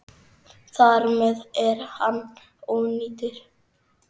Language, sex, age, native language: Icelandic, male, 9, Icelandic